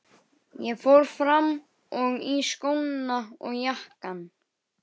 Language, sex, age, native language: Icelandic, male, 12, Icelandic